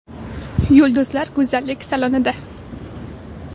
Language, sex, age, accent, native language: Uzbek, female, 18-24, Jizzax, Uzbek